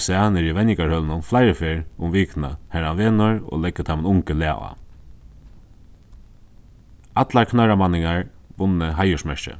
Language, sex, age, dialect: Faroese, male, 15-35, Suðuroy